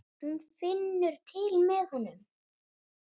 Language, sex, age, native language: Icelandic, female, 8, Icelandic